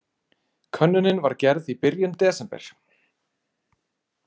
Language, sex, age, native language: Icelandic, male, 30-39, Icelandic